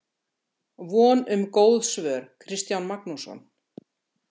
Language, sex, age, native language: Icelandic, female, 60-69, Icelandic